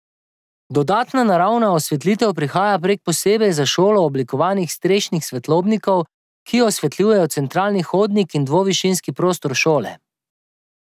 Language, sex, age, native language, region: Slovenian, male, 30-49, Slovenian, Drava region